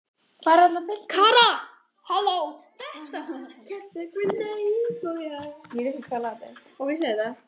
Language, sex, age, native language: Icelandic, female, 14, Icelandic